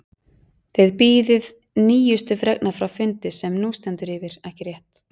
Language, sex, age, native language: Icelandic, female, 40-49, Icelandic